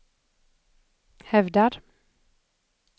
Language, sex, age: Swedish, female, 25